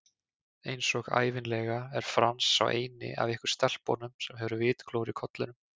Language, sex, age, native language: Icelandic, male, 20-29, Icelandic